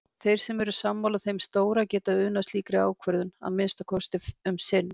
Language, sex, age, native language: Icelandic, female, 50-59, Icelandic